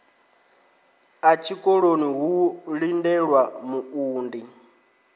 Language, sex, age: Venda, male, 23